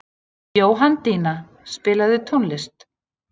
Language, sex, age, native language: Icelandic, female, 40-49, Icelandic